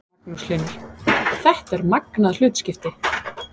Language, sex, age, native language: Icelandic, female, 30-39, Icelandic